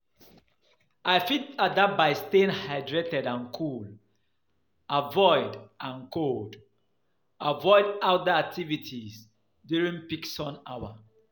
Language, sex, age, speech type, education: Nigerian Pidgin, male, 30-45, spontaneous, tertiary